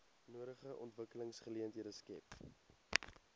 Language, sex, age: Afrikaans, male, 18